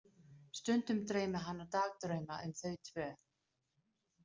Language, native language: Icelandic, Danish